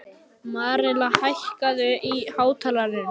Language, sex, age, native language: Icelandic, other, 12, Icelandic